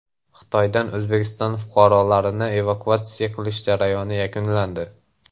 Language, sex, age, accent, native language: Uzbek, male, 18-24, Andijon, Uzbek